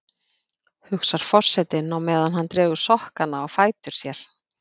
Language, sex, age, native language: Icelandic, female, 50-59, Icelandic